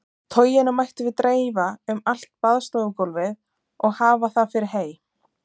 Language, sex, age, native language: Icelandic, female, 20-29, Icelandic